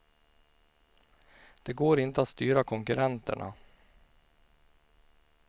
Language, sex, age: Swedish, male, 49